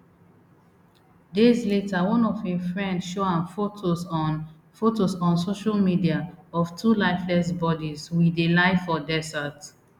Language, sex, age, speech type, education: Nigerian Pidgin, female, 30-45, spontaneous, tertiary